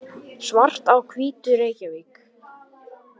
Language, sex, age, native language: Icelandic, male, 18-19, Icelandic